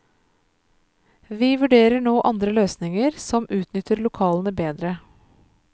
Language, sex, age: Norwegian, female, 33